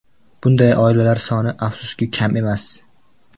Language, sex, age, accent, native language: Uzbek, male, 18-24, Buxoro, Uzbek